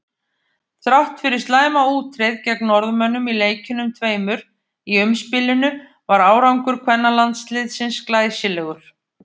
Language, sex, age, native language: Icelandic, female, 50-59, Icelandic